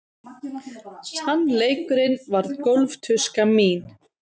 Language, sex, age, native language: Icelandic, female, 30-39, Icelandic